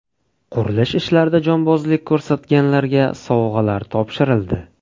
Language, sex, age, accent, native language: Uzbek, male, 18-24, Navoiy, Uzbek